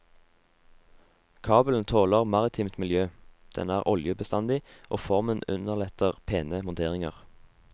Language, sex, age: Norwegian, male, 18